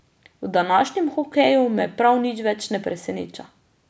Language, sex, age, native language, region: Slovenian, female, 30-49, Slovenian, Drava region